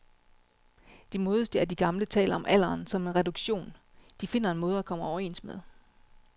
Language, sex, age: Danish, female, 36